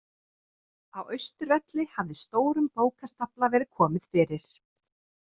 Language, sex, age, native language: Icelandic, female, 30-39, Icelandic